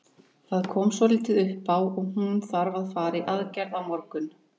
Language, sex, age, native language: Icelandic, female, 30-39, Icelandic